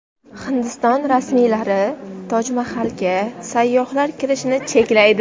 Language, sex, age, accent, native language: Uzbek, female, under 19, Toshkent viloyati, Uzbek